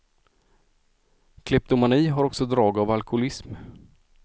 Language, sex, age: Swedish, male, 46